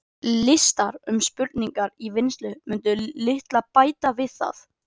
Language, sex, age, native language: Icelandic, female, 30-39, Icelandic